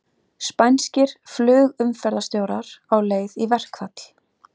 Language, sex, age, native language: Icelandic, female, 30-39, Icelandic